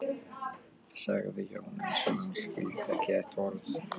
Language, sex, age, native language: Icelandic, male, 13, Icelandic